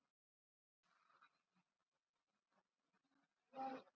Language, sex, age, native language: Icelandic, female, 40-49, Icelandic